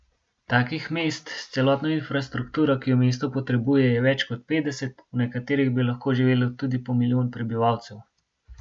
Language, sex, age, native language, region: Slovenian, male, 18-29, Slovenian, Gorenjska region